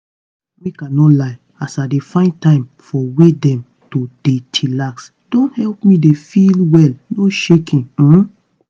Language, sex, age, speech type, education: Nigerian Pidgin, female, 15-29, spontaneous, tertiary